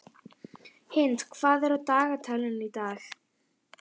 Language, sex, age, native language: Icelandic, female, 11, Icelandic